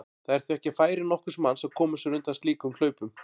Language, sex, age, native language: Icelandic, male, 40-49, Icelandic